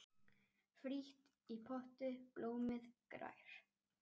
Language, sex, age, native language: Icelandic, male, 10, Icelandic